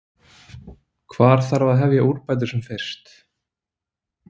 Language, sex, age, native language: Icelandic, male, 20-29, Icelandic